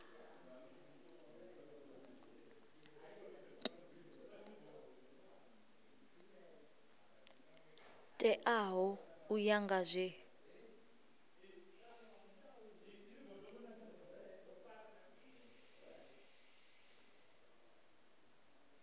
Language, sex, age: Venda, female, 20